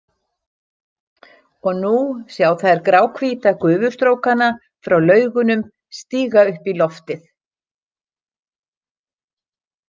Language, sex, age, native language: Icelandic, female, 60-69, Icelandic